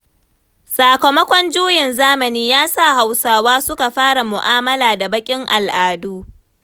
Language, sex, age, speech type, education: Hausa, female, 15-29, read, tertiary